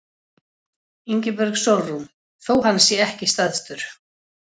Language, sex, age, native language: Icelandic, female, 40-49, Icelandic